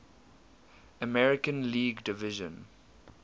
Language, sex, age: English, male, 22